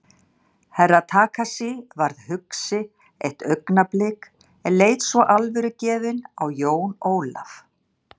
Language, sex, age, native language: Icelandic, female, 60-69, Icelandic